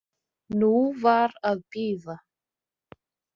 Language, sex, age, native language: Icelandic, female, 30-39, Icelandic